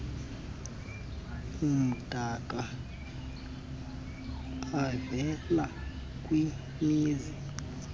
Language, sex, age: Xhosa, male, 19